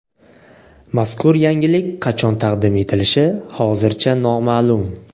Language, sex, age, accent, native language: Uzbek, male, 18-24, Navoiy, Uzbek